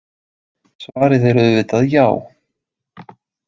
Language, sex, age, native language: Icelandic, male, 20-29, Icelandic